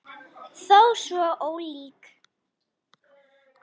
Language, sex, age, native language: Icelandic, female, 10, Icelandic